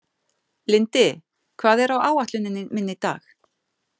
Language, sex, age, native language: Icelandic, female, 50-59, Icelandic